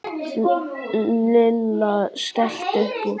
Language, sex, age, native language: Icelandic, male, 8, Icelandic